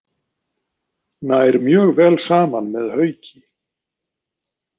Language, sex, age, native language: Icelandic, male, 50-59, Icelandic